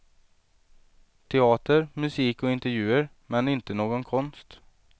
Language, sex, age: Swedish, male, 23